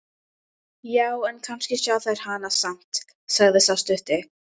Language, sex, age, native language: Icelandic, female, 12, Icelandic